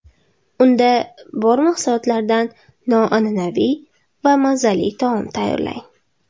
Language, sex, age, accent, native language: Uzbek, female, 19-29, Toshkent shahri, Uzbek